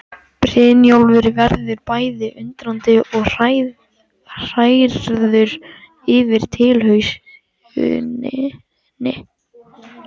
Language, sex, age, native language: Icelandic, male, 14, Icelandic